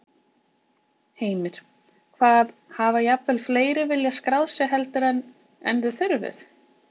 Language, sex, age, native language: Icelandic, female, 20-29, Icelandic